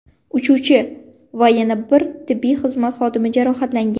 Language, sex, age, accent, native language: Uzbek, female, 18-24, Buxoro, Uzbek